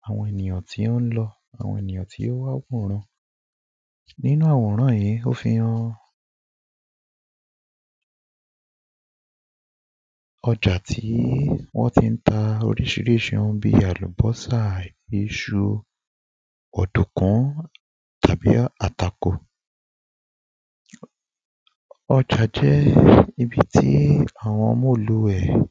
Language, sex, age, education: Yoruba, male, 15-29, primary